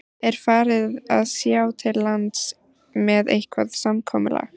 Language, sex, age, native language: Icelandic, female, 14, Icelandic